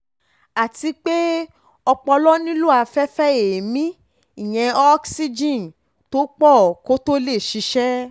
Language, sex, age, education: Yoruba, female, 15-29, tertiary